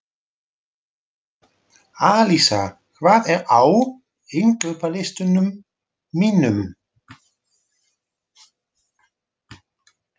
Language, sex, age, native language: Icelandic, male, 40-49, Dutch